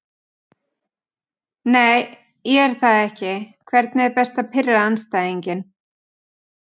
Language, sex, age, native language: Icelandic, female, 40-49, Icelandic